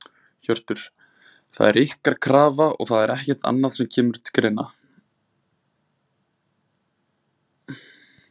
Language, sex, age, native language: Icelandic, male, 20-29, Icelandic